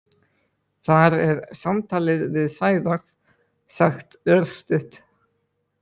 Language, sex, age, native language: Icelandic, male, 20-29, Icelandic